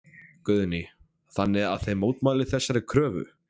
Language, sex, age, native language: Icelandic, other, 16, Polish